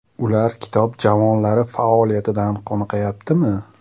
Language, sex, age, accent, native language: Uzbek, female, 18-24, Andijon, Uzbek